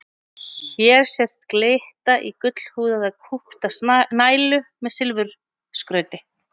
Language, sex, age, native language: Icelandic, female, 40-49, Icelandic